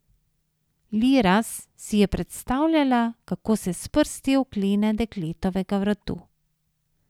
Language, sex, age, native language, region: Slovenian, female, 50-59, Slovenian, Savinja region